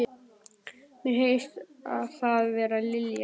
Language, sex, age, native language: Icelandic, male, 10, Icelandic